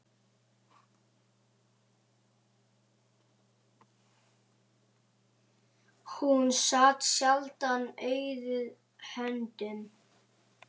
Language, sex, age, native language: Icelandic, male, 7, Icelandic